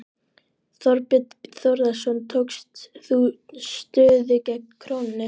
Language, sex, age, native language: Icelandic, male, 12, Icelandic